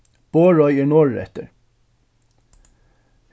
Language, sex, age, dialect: Faroese, male, 36-60, Suðurstreymoy